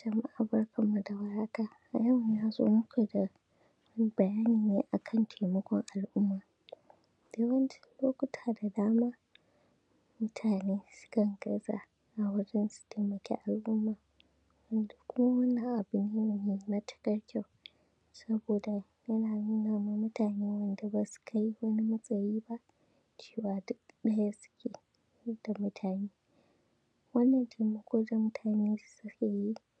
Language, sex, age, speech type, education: Hausa, female, 15-29, spontaneous, secondary